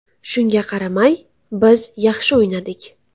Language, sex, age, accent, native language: Uzbek, female, 19-29, Samarqand, Uzbek